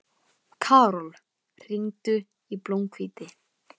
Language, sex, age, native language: Icelandic, male, 12, Icelandic